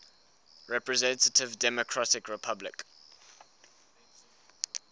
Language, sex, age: English, male, 19